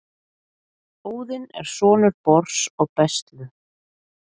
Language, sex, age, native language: Icelandic, female, 40-49, Icelandic